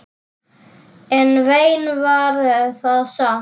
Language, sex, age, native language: Icelandic, male, 10, Icelandic